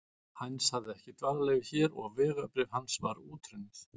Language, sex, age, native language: Icelandic, male, 40-49, Icelandic